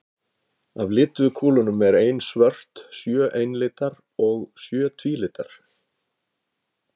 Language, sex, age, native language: Icelandic, male, 50-59, Icelandic